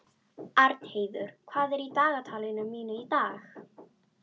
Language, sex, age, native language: Icelandic, female, 12, Icelandic